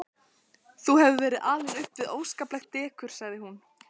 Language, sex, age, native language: Icelandic, female, 14, Icelandic